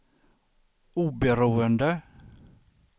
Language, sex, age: Swedish, male, 63